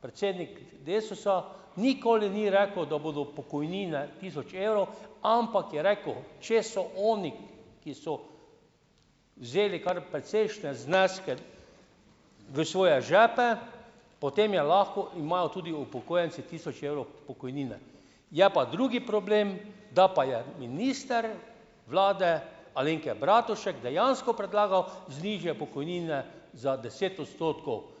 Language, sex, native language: Slovenian, male, Slovenian